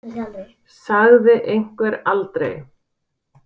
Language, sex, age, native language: Icelandic, male, 10, Icelandic